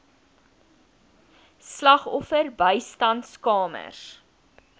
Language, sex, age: Afrikaans, female, 19